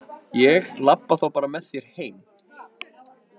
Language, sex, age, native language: Icelandic, male, 20-29, Icelandic